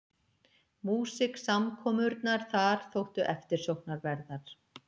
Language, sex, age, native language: Icelandic, female, 50-59, Icelandic